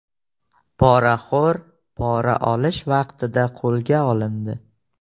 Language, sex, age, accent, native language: Uzbek, male, 25-34, Samarqand, Uzbek